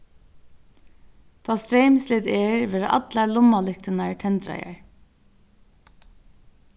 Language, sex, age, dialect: Faroese, female, 36-60, Norðurstreymoy/Eysturoy